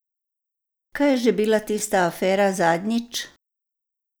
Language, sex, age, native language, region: Slovenian, female, 60+, Croatian, Savinja region